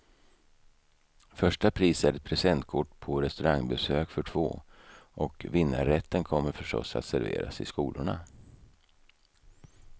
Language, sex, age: Swedish, male, 55